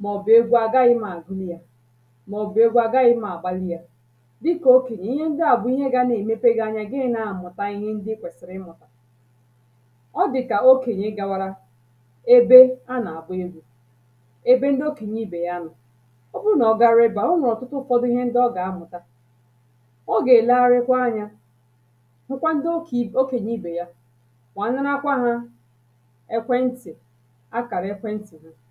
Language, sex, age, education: Igbo, female, 30-45, tertiary